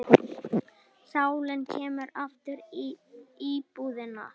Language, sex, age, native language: Icelandic, male, 18-19, Icelandic